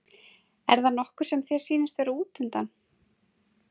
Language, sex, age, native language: Icelandic, female, 30-39, Icelandic